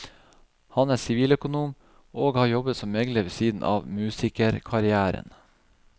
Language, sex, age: Norwegian, male, 37